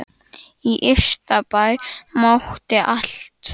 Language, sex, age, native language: Icelandic, male, 9, Icelandic